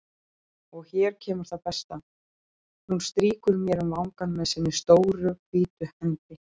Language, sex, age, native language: Icelandic, female, 30-39, Icelandic